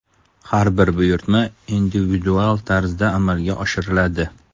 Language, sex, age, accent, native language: Uzbek, male, 35+, Toshkent shahri, Uzbek